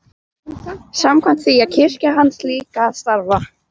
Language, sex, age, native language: Icelandic, female, 12, Icelandic